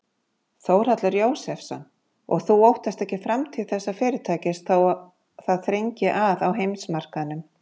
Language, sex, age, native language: Icelandic, female, 50-59, Icelandic